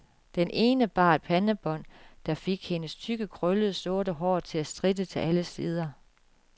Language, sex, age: Danish, female, 36